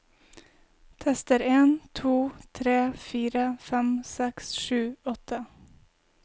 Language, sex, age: Norwegian, female, 20